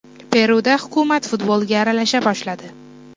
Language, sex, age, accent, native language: Uzbek, female, 18-24, Toshkent shahri, Uzbek